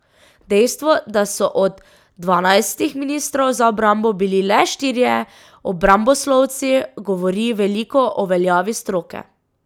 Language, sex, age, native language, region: Slovenian, female, 18-29, Slovenian, Drava region